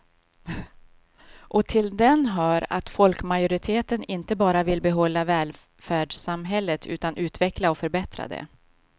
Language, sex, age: Swedish, female, 52